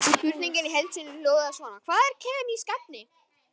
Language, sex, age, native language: Icelandic, male, 18-19, Icelandic